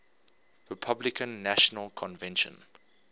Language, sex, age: English, male, 24